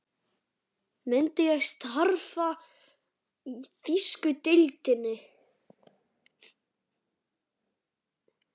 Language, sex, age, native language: Icelandic, male, 11, Icelandic